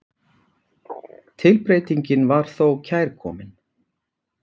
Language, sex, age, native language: Icelandic, male, 40-49, Icelandic